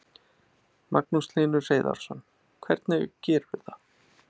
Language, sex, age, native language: Icelandic, male, 30-39, Icelandic